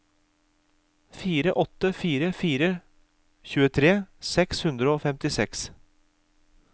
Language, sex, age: Norwegian, male, 36